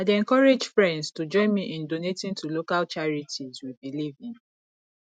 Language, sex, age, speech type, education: Nigerian Pidgin, female, 30-45, spontaneous, tertiary